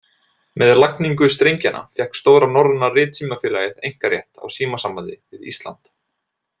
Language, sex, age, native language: Icelandic, male, 20-29, Icelandic